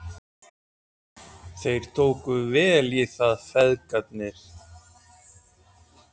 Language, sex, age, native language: Icelandic, male, 40-49, Icelandic